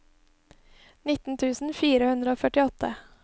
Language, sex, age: Norwegian, female, 20